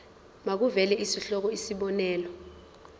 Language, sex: Zulu, female